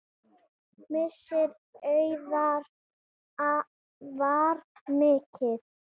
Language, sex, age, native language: Icelandic, female, 7, Icelandic